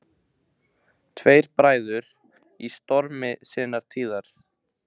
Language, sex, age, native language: Icelandic, male, 15, Icelandic